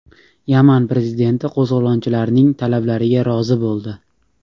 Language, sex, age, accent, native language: Uzbek, male, 18-24, Namangan, Uzbek